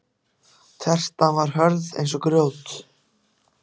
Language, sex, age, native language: Icelandic, other, 14, Icelandic